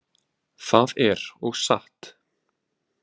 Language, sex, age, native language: Icelandic, male, 20-29, Icelandic